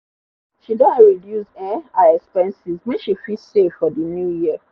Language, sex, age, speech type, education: Nigerian Pidgin, female, 30-45, spontaneous, tertiary